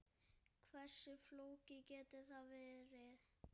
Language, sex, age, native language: Icelandic, male, 7, Icelandic